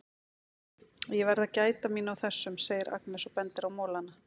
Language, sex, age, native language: Icelandic, female, 40-49, Icelandic